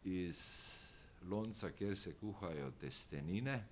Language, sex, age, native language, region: Slovenian, male, 60+, Slovenian, Drava region